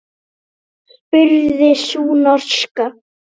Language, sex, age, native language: Icelandic, female, 9, Icelandic